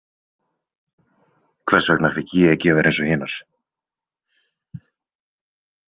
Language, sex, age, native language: Icelandic, male, 20-29, Icelandic